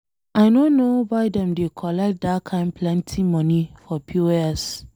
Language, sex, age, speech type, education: Nigerian Pidgin, female, 15-29, read, secondary